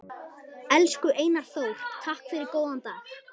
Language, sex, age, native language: Icelandic, male, 11, Icelandic